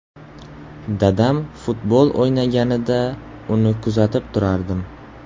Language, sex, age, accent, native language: Uzbek, male, 18-24, Qoraqalpog'iston, Uzbek